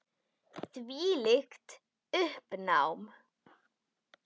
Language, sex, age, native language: Icelandic, female, 10, Icelandic